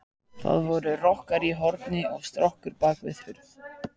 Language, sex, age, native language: Icelandic, male, 14, Icelandic